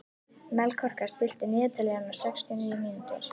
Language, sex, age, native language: Icelandic, female, 11, Icelandic